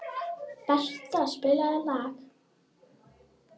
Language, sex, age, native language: Icelandic, female, 18-19, Icelandic